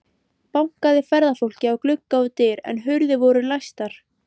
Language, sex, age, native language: Icelandic, female, 13, Icelandic